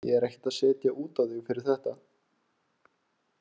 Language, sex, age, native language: Icelandic, male, 20-29, Icelandic